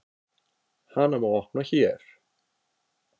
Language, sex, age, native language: Icelandic, male, 50-59, Icelandic